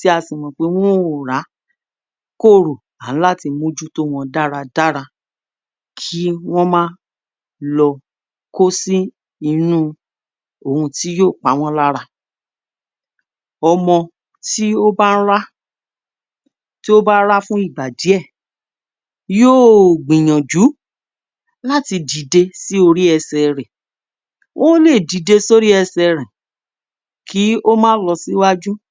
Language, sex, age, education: Yoruba, female, 46-60, tertiary